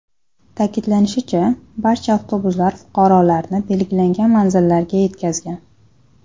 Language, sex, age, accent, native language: Uzbek, female, 19-29, Namangan, Uzbek